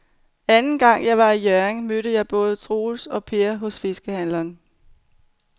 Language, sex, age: Danish, female, 45